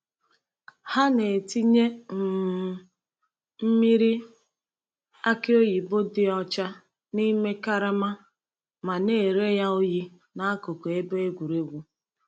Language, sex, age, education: Igbo, female, 30-45, tertiary